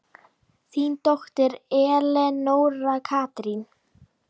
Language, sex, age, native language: Icelandic, female, 10, Icelandic